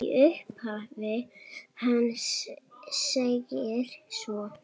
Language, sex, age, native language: Icelandic, female, 7, Icelandic